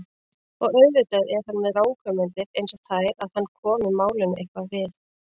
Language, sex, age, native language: Icelandic, female, 40-49, Icelandic